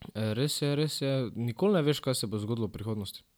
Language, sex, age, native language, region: Slovenian, male, 12-17, Slovenian, Drava region